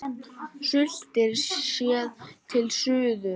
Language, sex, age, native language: Icelandic, other, 18-19, Icelandic